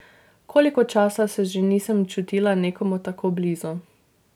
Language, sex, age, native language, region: Slovenian, female, 18-29, Slovenian, Drava region